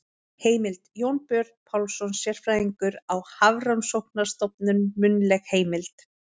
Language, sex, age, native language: Icelandic, female, 30-39, Icelandic